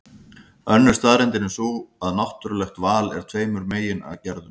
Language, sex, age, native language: Icelandic, male, 50-59, Icelandic